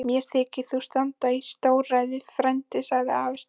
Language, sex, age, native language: Icelandic, female, 14, Icelandic